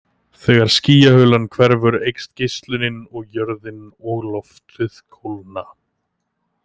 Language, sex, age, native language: Icelandic, male, 20-29, Icelandic